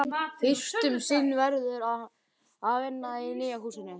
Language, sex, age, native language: Icelandic, male, 11, Icelandic